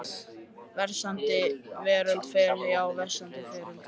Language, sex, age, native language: Icelandic, male, 13, Icelandic